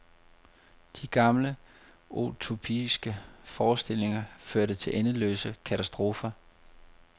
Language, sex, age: Danish, male, 30